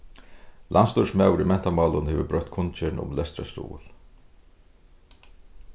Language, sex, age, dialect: Faroese, male, 36-60, Suðurstreymoy